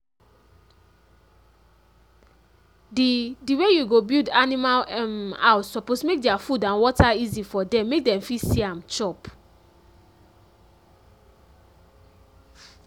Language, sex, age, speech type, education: Nigerian Pidgin, female, 15-29, spontaneous, tertiary